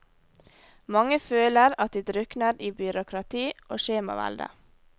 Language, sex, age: Norwegian, female, 18